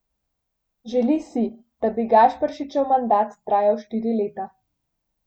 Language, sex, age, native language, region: Slovenian, female, 18-29, Slovenian, Central Slovenia